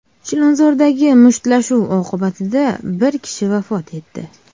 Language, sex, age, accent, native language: Uzbek, female, 19-29, Farg'ona, Uzbek